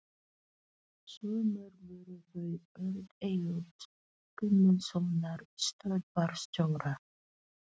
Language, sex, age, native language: Icelandic, female, 40-49, Filipino